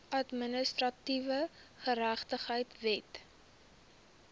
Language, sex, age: Afrikaans, female, 23